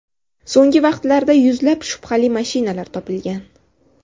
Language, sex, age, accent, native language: Uzbek, female, 18-24, Samarqand, Uzbek